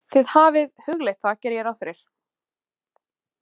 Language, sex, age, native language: Icelandic, female, 20-29, Icelandic